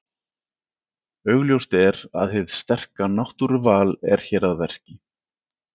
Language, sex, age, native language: Icelandic, male, 40-49, Icelandic